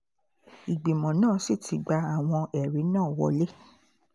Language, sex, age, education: Yoruba, female, 30-45, tertiary